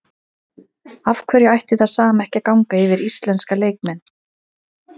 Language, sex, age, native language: Icelandic, female, 30-39, Icelandic